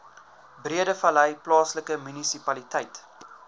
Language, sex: Afrikaans, male